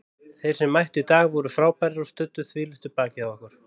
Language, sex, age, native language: Icelandic, male, 30-39, Icelandic